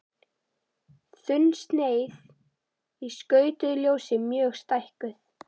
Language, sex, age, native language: Icelandic, female, 11, Icelandic